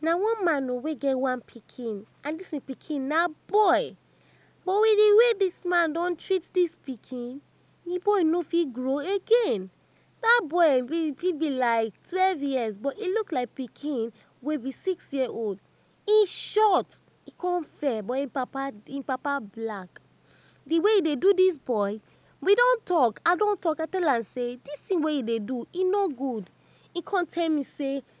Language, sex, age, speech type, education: Nigerian Pidgin, female, 30-45, spontaneous, tertiary